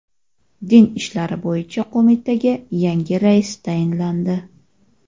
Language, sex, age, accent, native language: Uzbek, female, 25-34, Toshkent shahri, Uzbek